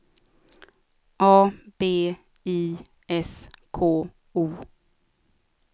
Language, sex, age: Swedish, female, 36